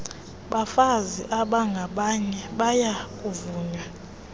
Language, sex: Xhosa, female